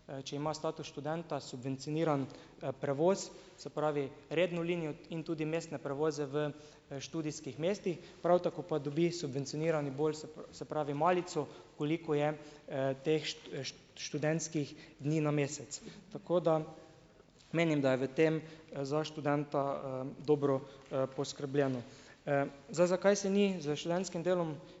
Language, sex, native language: Slovenian, male, Slovenian